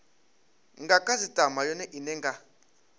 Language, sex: Venda, male